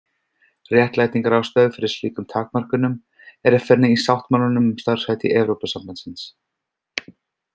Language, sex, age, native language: Icelandic, male, 30-39, English